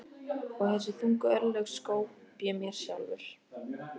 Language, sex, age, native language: Icelandic, female, 13, Icelandic